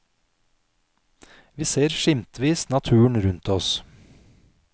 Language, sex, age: Norwegian, male, 46